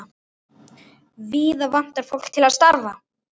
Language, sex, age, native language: Icelandic, male, 9, Icelandic